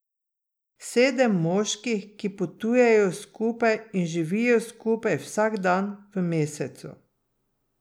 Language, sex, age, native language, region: Slovenian, female, 60+, Slovenian, Drava region